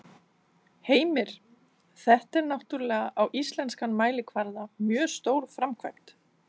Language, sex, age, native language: Icelandic, female, 40-49, Danish